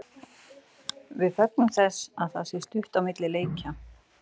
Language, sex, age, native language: Icelandic, female, 40-49, Icelandic